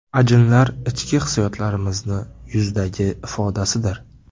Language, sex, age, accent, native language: Uzbek, male, 18-24, Samarqand, Uzbek